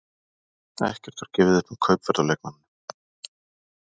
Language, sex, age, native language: Icelandic, male, 40-49, Icelandic